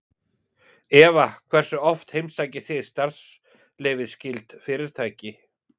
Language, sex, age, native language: Icelandic, male, 40-49, Icelandic